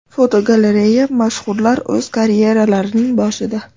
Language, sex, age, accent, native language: Uzbek, female, 25-34, Andijon, Uzbek